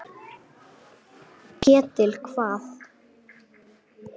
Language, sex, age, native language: Icelandic, female, 8, Icelandic